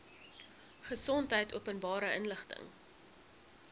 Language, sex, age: Afrikaans, female, 21